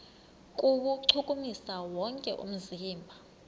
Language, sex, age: Xhosa, female, 26